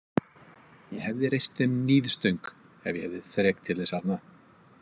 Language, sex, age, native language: Icelandic, male, 50-59, Icelandic